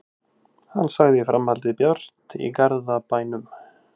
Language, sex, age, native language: Icelandic, male, 18-19, Icelandic